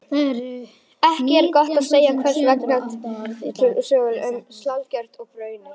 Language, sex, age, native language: Icelandic, female, 18-19, Icelandic